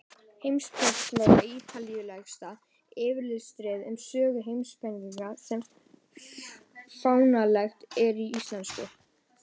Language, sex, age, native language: Icelandic, female, 18-19, Icelandic